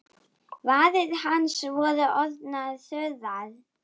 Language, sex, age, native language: Icelandic, female, 7, Icelandic